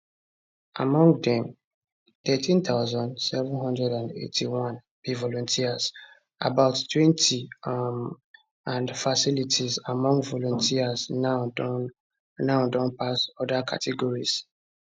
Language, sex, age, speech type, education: Nigerian Pidgin, male, 15-29, spontaneous, tertiary